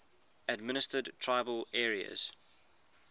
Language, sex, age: English, male, 21